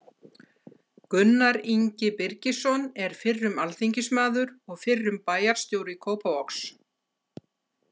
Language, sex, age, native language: Icelandic, female, 60-69, Icelandic